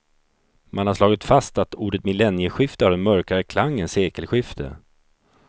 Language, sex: Swedish, male